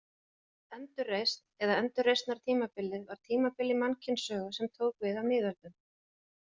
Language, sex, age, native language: Icelandic, female, 40-49, Icelandic